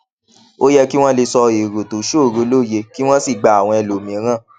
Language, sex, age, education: Yoruba, male, 15-29, tertiary